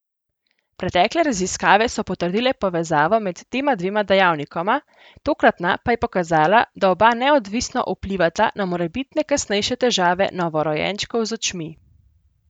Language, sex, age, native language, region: Slovenian, female, 18-29, Slovenian, Central Slovenia